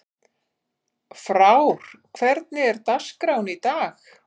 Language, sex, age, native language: Icelandic, female, 50-59, Icelandic